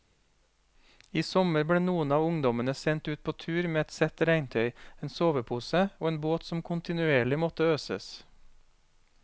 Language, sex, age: Norwegian, male, 40